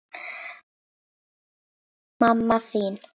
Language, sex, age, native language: Icelandic, female, 8, Icelandic